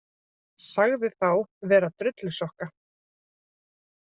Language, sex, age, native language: Icelandic, female, 30-39, Icelandic